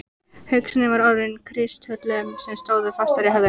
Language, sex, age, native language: Icelandic, female, 14, Icelandic